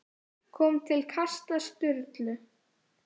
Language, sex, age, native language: Icelandic, female, 10, Icelandic